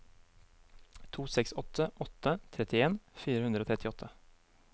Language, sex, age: Norwegian, male, 23